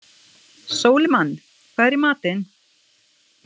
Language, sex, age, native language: Icelandic, female, 50-59, Icelandic